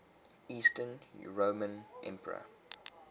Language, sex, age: English, male, 23